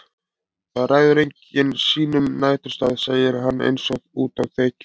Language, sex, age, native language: Icelandic, male, 20-29, Icelandic